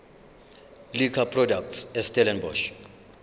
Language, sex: Zulu, male